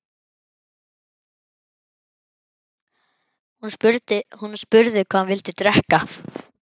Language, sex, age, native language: Icelandic, male, 11, Icelandic